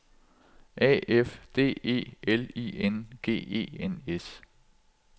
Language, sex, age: Danish, male, 46